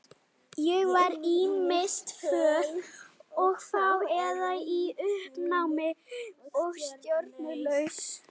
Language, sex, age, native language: Icelandic, male, 18-19, Icelandic